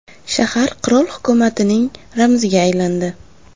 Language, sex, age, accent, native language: Uzbek, female, under 19, Samarqand, Uzbek